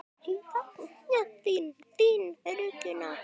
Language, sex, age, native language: Icelandic, male, 10, Icelandic